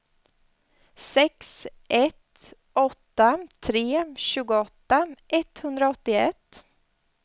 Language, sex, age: Swedish, female, 20